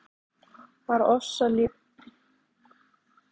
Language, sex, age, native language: Icelandic, female, 30-39, Icelandic